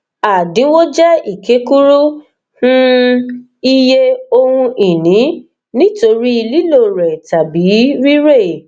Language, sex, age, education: Yoruba, female, 15-29, tertiary